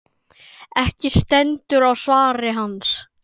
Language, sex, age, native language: Icelandic, male, 9, Icelandic